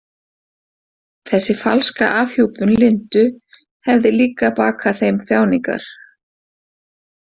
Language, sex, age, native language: Icelandic, female, 40-49, Icelandic